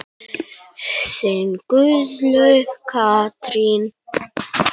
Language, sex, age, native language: Icelandic, male, 9, Icelandic